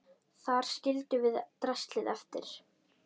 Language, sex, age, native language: Icelandic, female, 10, Icelandic